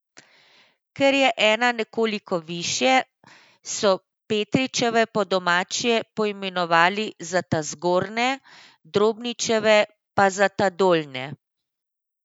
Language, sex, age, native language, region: Slovenian, female, 50-59, Slovenian, Central Slovenia